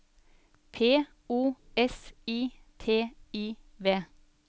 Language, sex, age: Norwegian, female, 35